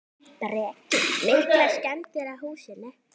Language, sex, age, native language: Icelandic, female, 9, Icelandic